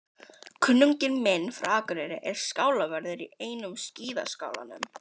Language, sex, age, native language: Icelandic, female, 12, Icelandic